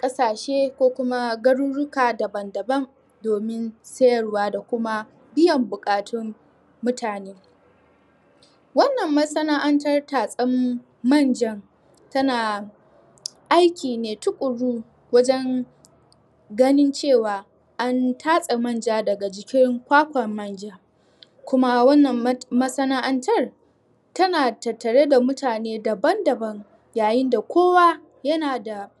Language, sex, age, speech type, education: Hausa, female, 15-29, spontaneous, tertiary